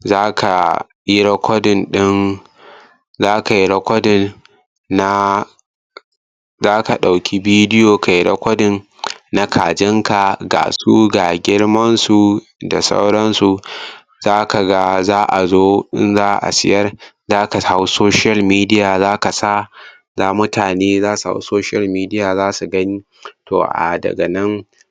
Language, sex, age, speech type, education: Hausa, male, 15-29, spontaneous, tertiary